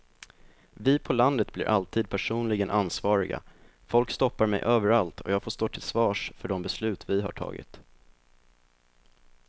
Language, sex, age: Swedish, male, 24